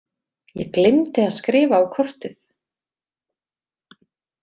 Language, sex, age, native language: Icelandic, female, 30-39, Icelandic